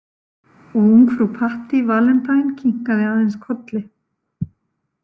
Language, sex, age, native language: Icelandic, female, 50-59, Icelandic